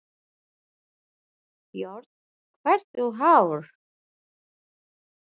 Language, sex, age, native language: Icelandic, female, 40-49, Icelandic